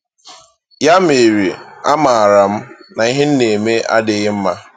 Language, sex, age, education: Igbo, male, 15-29, tertiary